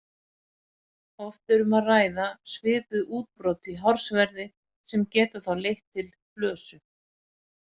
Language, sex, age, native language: Icelandic, female, 40-49, Icelandic